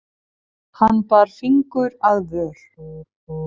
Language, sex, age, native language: Icelandic, female, 30-39, Icelandic